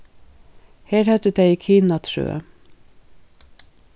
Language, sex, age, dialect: Faroese, female, 36-60, Suðurstreymoy